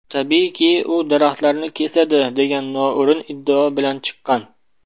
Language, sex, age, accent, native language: Uzbek, male, 19-29, Namangan, Uzbek